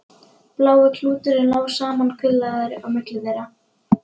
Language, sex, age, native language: Icelandic, female, 11, Icelandic